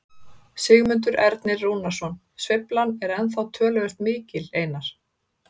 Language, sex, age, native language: Icelandic, female, 30-39, Icelandic